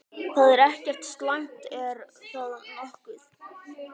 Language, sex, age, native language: Icelandic, male, 12, Icelandic